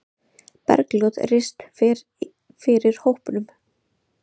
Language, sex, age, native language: Icelandic, female, 30-39, Icelandic